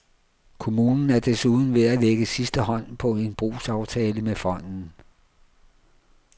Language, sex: Danish, male